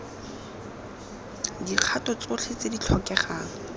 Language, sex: Tswana, female